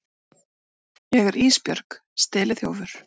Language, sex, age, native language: Icelandic, female, 40-49, Icelandic